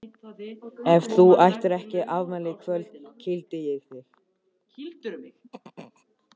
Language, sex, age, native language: Icelandic, male, 14, Icelandic